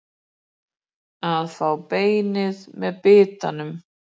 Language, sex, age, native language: Icelandic, female, 40-49, Icelandic